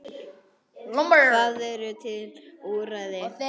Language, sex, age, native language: Icelandic, male, 9, Icelandic